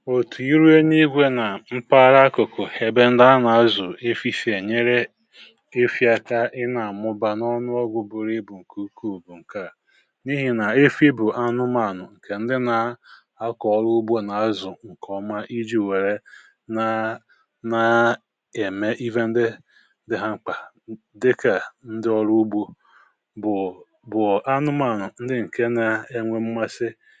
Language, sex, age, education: Igbo, male, 60+, tertiary